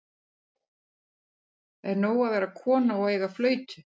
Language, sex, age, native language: Icelandic, female, 50-59, Icelandic